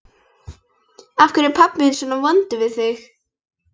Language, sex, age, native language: Icelandic, female, 11, Icelandic